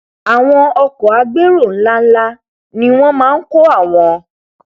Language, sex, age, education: Yoruba, female, 15-29, tertiary